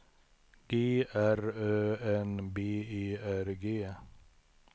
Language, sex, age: Swedish, male, 63